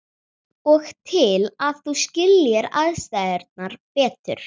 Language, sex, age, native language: Icelandic, female, 40-49, Icelandic